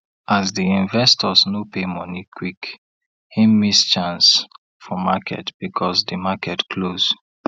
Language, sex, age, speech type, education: Nigerian Pidgin, male, 30-45, spontaneous, tertiary